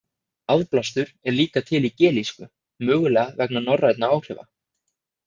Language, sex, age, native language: Icelandic, male, 20-29, Icelandic